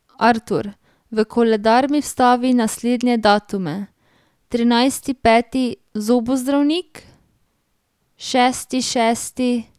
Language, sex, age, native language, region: Slovenian, female, 18-29, Slovenian, Drava region